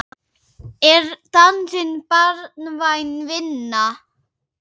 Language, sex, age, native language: Icelandic, female, 8, Icelandic